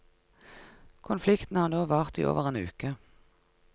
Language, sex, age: Norwegian, female, 49